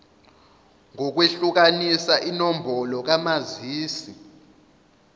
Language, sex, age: Zulu, male, 21